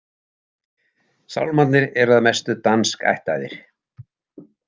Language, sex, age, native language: Icelandic, male, 70-79, Icelandic